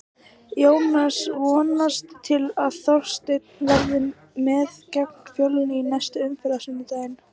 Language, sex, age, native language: Icelandic, female, 18-19, Icelandic